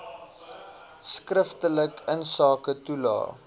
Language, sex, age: Afrikaans, male, 19